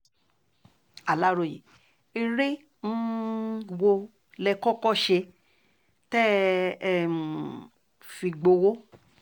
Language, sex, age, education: Yoruba, female, 30-45, tertiary